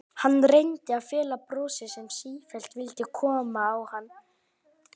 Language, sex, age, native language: Icelandic, male, 20-29, Icelandic